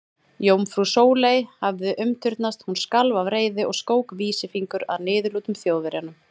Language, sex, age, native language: Icelandic, female, 30-39, Icelandic